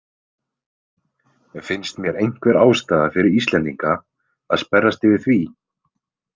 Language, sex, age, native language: Icelandic, male, 20-29, Icelandic